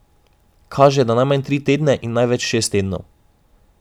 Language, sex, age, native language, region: Slovenian, male, 18-29, Slovenian, Drava region